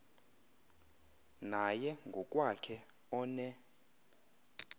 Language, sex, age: Xhosa, male, 20